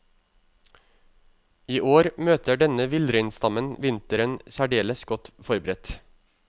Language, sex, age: Norwegian, male, 35